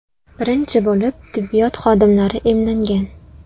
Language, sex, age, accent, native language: Uzbek, female, 19-29, Toshkent viloyati, Uzbek